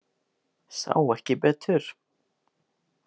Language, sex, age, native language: Icelandic, male, 18-19, Icelandic